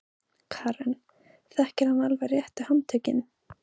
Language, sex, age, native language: Icelandic, female, 15, Icelandic